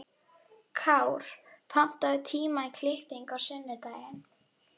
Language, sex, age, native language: Icelandic, female, 11, Icelandic